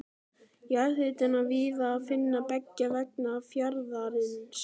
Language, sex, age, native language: Icelandic, male, 12, Icelandic